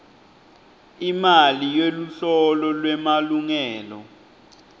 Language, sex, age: Swati, male, 20